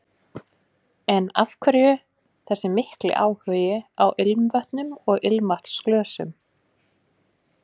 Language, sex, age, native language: Icelandic, female, 20-29, Icelandic